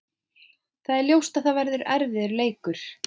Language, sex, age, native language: Icelandic, female, 20-29, Icelandic